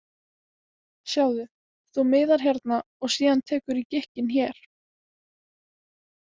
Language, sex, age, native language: Icelandic, female, 18-19, Icelandic